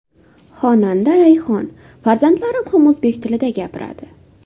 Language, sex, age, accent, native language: Uzbek, female, 19-29, Farg'ona, Uzbek